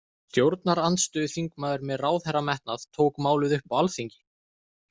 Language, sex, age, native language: Icelandic, male, 20-29, Icelandic